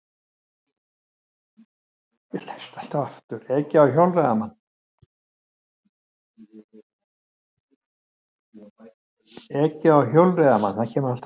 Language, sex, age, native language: Icelandic, female, 30-39, Icelandic